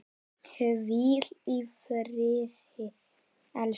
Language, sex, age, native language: Icelandic, male, 10, Icelandic